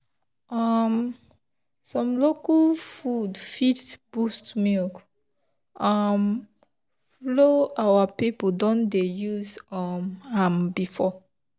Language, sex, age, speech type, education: Nigerian Pidgin, female, 15-29, spontaneous, tertiary